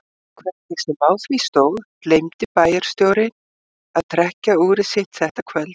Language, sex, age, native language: Icelandic, female, 50-59, Icelandic